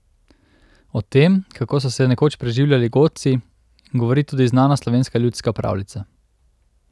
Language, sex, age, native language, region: Slovenian, male, 30-49, Slovenian, Central Slovenia